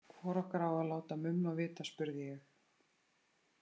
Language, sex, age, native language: Icelandic, female, 30-39, Icelandic